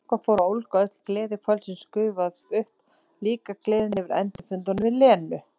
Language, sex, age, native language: Icelandic, female, 30-39, Icelandic